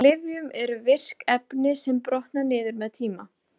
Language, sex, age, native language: Icelandic, female, 20-29, Icelandic